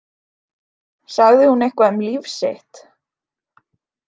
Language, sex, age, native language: Icelandic, female, 20-29, Icelandic